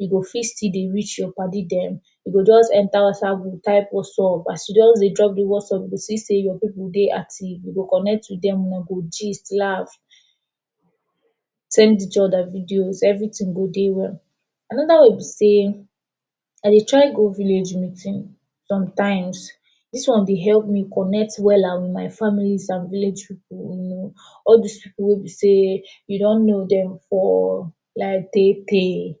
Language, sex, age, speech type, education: Nigerian Pidgin, female, 15-29, spontaneous, tertiary